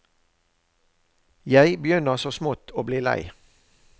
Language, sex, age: Norwegian, male, 63